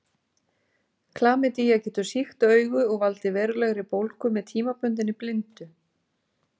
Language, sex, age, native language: Icelandic, female, 50-59, Icelandic